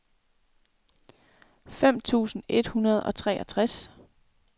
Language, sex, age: Danish, female, 24